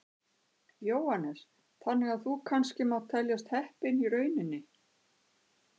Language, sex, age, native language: Icelandic, female, 60-69, Icelandic